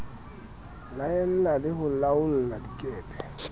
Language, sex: Southern Sotho, male